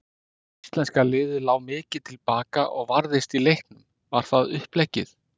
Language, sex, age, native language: Icelandic, male, 50-59, Icelandic